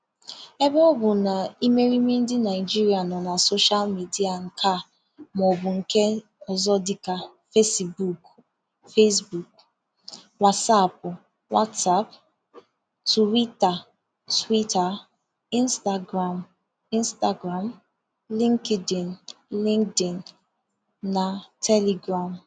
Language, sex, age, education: Igbo, female, 15-29, tertiary